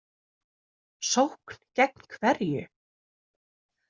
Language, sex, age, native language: Icelandic, female, 30-39, Icelandic